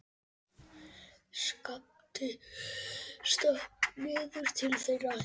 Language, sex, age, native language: Icelandic, male, 8, Icelandic